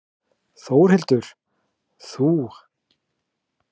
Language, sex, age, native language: Icelandic, male, 30-39, Icelandic